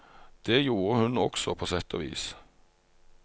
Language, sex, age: Norwegian, male, 45